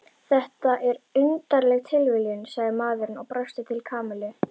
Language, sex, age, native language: Icelandic, female, 11, Icelandic